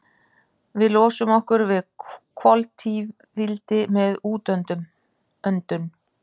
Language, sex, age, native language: Icelandic, female, 50-59, Icelandic